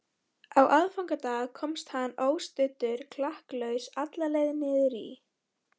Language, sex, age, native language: Icelandic, female, 13, Icelandic